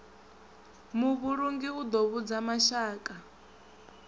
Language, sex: Venda, male